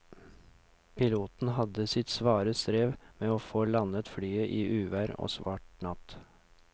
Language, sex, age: Norwegian, male, 39